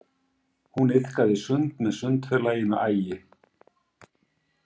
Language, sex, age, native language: Icelandic, male, 50-59, Icelandic